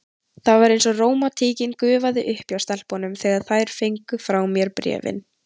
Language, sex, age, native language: Icelandic, female, 18-19, Icelandic